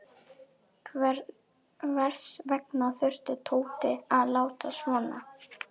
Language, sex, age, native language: Icelandic, female, 11, German